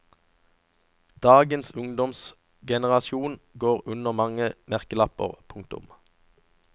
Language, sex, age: Norwegian, male, 37